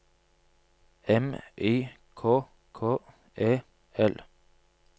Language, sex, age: Norwegian, male, 27